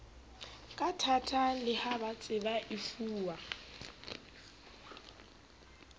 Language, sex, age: Southern Sotho, female, 29